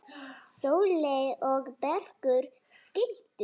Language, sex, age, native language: Icelandic, female, 9, Icelandic